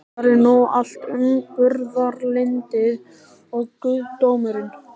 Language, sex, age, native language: Icelandic, male, 13, Icelandic